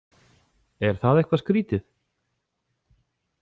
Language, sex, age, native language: Icelandic, male, 40-49, Icelandic